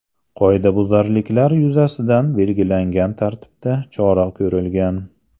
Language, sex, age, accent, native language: Uzbek, male, 35+, Andijon, Uzbek